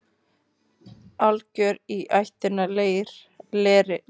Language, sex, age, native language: Icelandic, female, 10, Icelandic